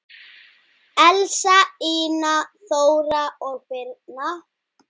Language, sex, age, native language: Icelandic, male, 9, Icelandic